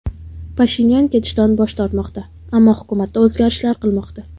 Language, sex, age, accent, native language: Uzbek, female, under 19, Toshkent viloyati, Uzbek